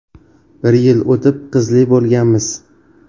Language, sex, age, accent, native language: Uzbek, male, 18-24, Toshkent shahri, Uzbek